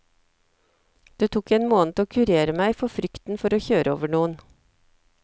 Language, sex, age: Norwegian, female, 54